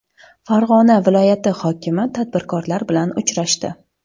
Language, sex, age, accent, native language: Uzbek, female, 25-34, Surxondaryo, Uzbek